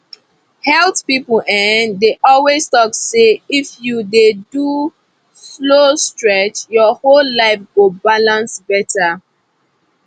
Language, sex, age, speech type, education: Nigerian Pidgin, female, 15-29, spontaneous, tertiary